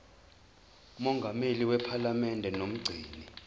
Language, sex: Zulu, male